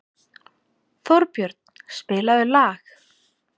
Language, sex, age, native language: Icelandic, female, 30-39, Icelandic